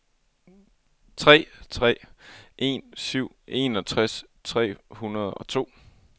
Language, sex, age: Danish, male, 24